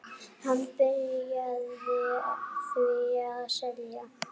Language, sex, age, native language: Icelandic, female, 8, Icelandic